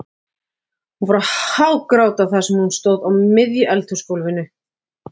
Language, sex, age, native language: Icelandic, female, 40-49, Icelandic